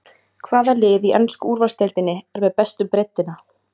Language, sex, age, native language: Icelandic, female, 20-29, Icelandic